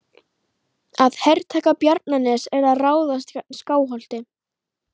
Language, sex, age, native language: Icelandic, female, 11, Icelandic